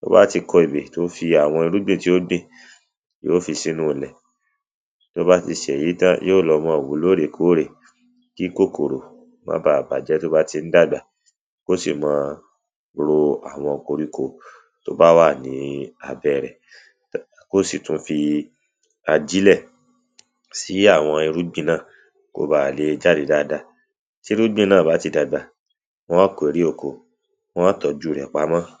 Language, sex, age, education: Yoruba, male, 30-45, secondary